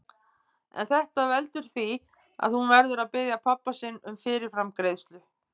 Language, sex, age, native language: Icelandic, female, 50-59, Icelandic